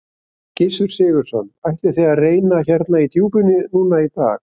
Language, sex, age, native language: Icelandic, male, 60-69, Icelandic